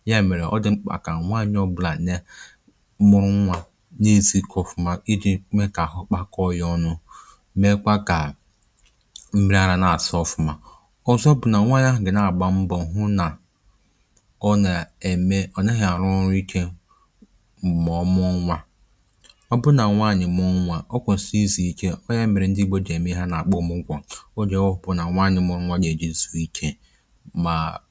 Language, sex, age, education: Igbo, male, 15-29, tertiary